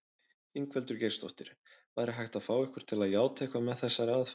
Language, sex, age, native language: Icelandic, male, 20-29, Icelandic